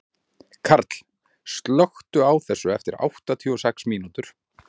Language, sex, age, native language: Icelandic, male, 40-49, Icelandic